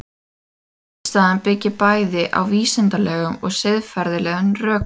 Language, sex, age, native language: Icelandic, female, 18-19, Icelandic